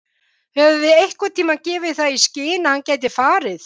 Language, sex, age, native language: Icelandic, female, 50-59, Icelandic